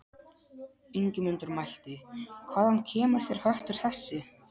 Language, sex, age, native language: Icelandic, male, 12, Polish